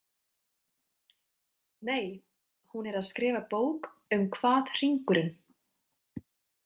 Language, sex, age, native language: Icelandic, female, 20-29, Icelandic